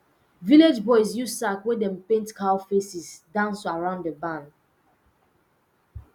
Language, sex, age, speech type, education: Nigerian Pidgin, female, 15-29, spontaneous, secondary